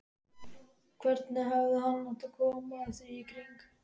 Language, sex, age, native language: Icelandic, male, 13, Icelandic